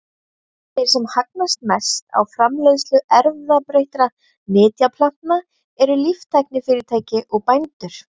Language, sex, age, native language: Icelandic, female, 30-39, Icelandic